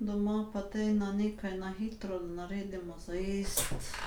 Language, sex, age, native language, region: Slovenian, female, 50-59, Slovenian, Carinthia region